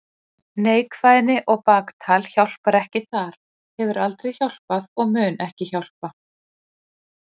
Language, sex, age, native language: Icelandic, female, 40-49, Icelandic